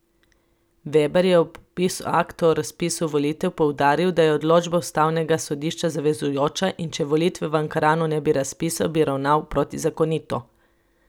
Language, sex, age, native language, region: Slovenian, female, 30-49, Slovenian, Coastal Karst region